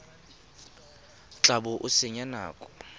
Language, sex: Tswana, male